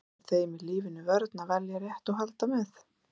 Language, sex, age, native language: Icelandic, female, 20-29, Icelandic